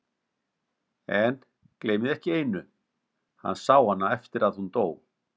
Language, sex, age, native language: Icelandic, male, 50-59, Icelandic